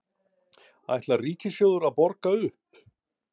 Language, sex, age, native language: Icelandic, male, 50-59, Icelandic